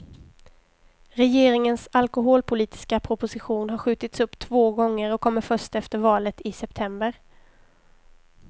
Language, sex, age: Swedish, female, 23